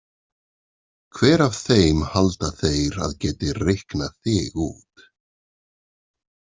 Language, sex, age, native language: Icelandic, male, 40-49, Icelandic